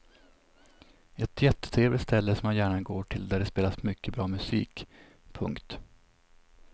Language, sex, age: Swedish, male, 27